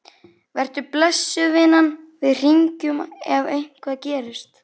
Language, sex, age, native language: Icelandic, female, 11, Icelandic